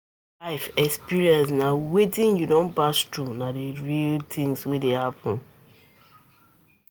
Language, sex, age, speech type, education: Nigerian Pidgin, female, 30-45, spontaneous, tertiary